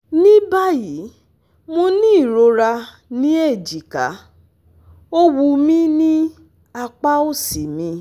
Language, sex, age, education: Yoruba, female, 30-45, tertiary